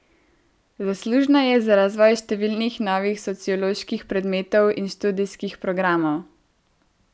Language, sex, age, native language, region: Slovenian, female, 18-29, Slovenian, Central Slovenia